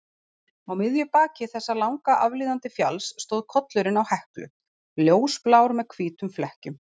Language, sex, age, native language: Icelandic, female, 40-49, Icelandic